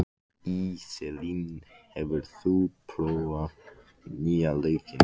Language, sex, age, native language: Icelandic, male, 15, Icelandic